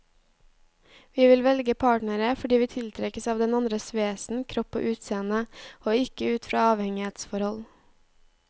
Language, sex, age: Norwegian, female, 18